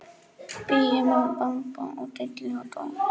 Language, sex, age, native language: Icelandic, male, 11, Icelandic